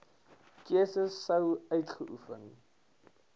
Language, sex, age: Afrikaans, male, 19